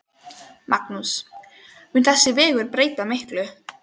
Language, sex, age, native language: Icelandic, female, 12, Icelandic